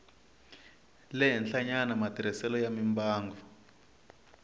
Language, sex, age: Tsonga, male, 22